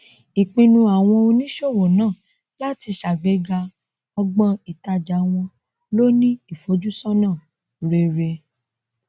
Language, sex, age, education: Yoruba, female, 30-45, tertiary